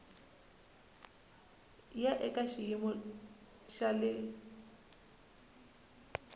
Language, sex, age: Tsonga, female, 19